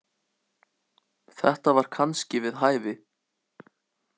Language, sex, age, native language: Icelandic, male, 18-19, Icelandic